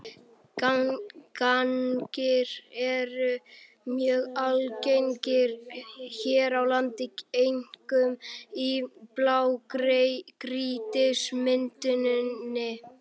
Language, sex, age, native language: Icelandic, male, 11, Icelandic